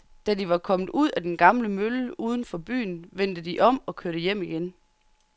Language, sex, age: Danish, female, 30